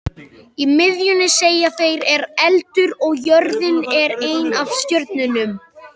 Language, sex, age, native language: Icelandic, male, 18-19, Icelandic